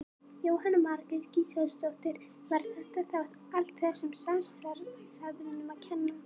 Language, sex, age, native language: Icelandic, female, 18-19, Icelandic